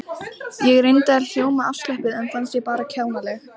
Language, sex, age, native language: Icelandic, female, 13, Icelandic